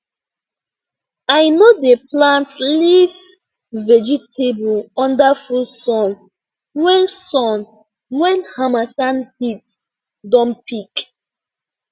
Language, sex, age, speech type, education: Nigerian Pidgin, female, 15-29, spontaneous, tertiary